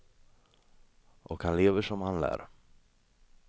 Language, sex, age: Swedish, male, 26